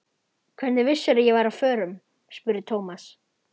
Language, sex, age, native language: Icelandic, male, 11, Icelandic